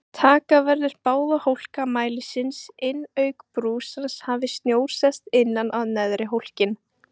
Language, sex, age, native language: Icelandic, female, 18-19, Icelandic